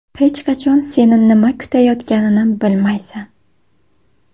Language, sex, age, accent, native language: Uzbek, female, 19-29, Sirdaryo, Uzbek